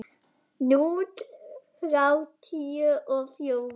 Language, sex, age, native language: Icelandic, female, 10, Icelandic